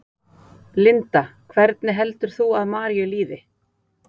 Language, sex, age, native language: Icelandic, female, 40-49, Icelandic